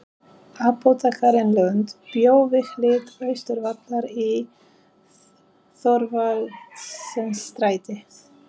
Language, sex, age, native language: Icelandic, female, 30-39, Polish